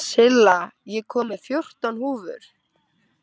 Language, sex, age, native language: Icelandic, female, 18-19, Icelandic